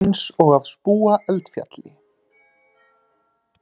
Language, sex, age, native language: Icelandic, male, 30-39, Icelandic